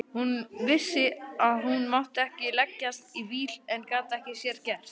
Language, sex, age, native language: Icelandic, male, 20-29, Icelandic